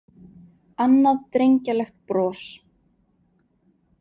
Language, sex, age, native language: Icelandic, female, 20-29, Icelandic